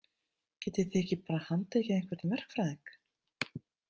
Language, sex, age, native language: Icelandic, female, 30-39, Icelandic